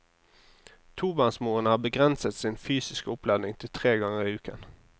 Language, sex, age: Norwegian, male, 26